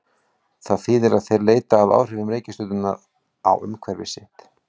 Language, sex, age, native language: Icelandic, male, 40-49, Icelandic